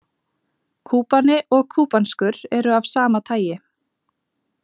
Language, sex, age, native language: Icelandic, female, 20-29, Icelandic